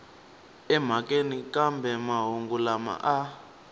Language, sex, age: Tsonga, male, 19